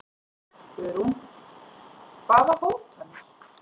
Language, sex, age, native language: Icelandic, female, 40-49, Icelandic